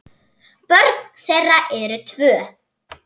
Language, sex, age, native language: Icelandic, female, 7, Icelandic